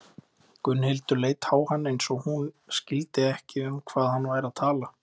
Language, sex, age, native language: Icelandic, male, 20-29, Icelandic